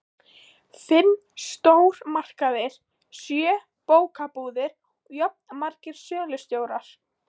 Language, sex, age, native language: Icelandic, female, 15, Icelandic